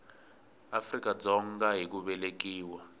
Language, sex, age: Tsonga, male, 18